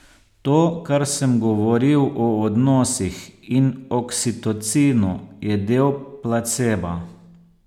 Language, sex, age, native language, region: Slovenian, male, 50-59, Slovenian, Posavska region